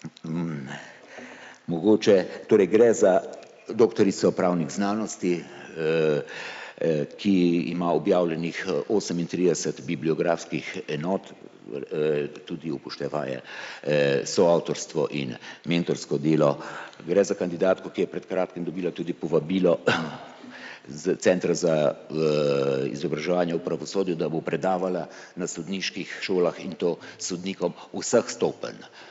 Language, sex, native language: Slovenian, male, Slovenian